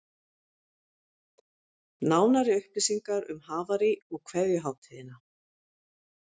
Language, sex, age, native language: Icelandic, female, 50-59, Icelandic